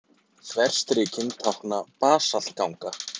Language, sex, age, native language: Icelandic, male, 30-39, Icelandic